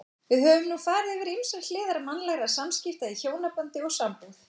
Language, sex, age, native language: Icelandic, female, 40-49, Icelandic